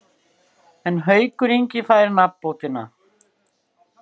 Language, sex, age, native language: Icelandic, female, 60-69, Icelandic